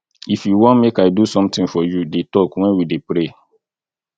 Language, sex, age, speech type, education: Nigerian Pidgin, male, 30-45, spontaneous, tertiary